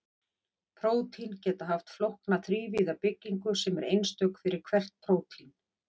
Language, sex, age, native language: Icelandic, female, 50-59, Icelandic